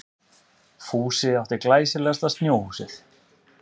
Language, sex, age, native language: Icelandic, male, 30-39, Icelandic